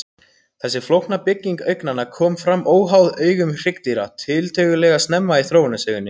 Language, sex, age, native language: Icelandic, other, 18-19, Icelandic